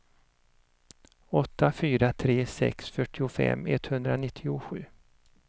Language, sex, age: Swedish, male, 59